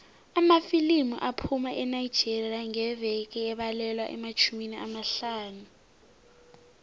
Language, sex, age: South Ndebele, female, 18